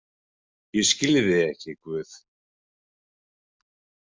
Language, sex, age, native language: Icelandic, male, 50-59, Icelandic